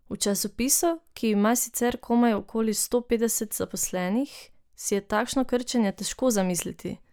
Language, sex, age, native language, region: Slovenian, female, 18-29, Slovenian, Drava region